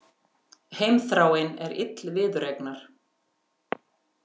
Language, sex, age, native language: Icelandic, female, 50-59, Icelandic